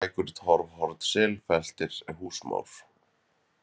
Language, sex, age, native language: Icelandic, male, 30-39, Icelandic